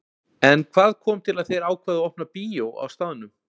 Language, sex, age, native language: Icelandic, male, 40-49, Icelandic